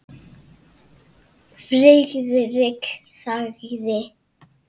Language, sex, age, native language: Icelandic, female, 7, Icelandic